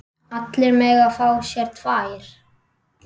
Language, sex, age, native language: Icelandic, male, 10, Icelandic